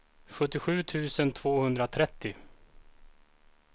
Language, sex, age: Swedish, male, 36